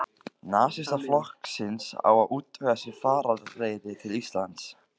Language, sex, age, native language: Icelandic, male, 15, Icelandic